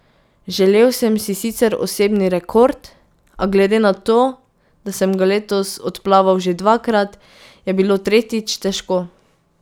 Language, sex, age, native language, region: Slovenian, female, 18-29, Slovenian, Pomurje region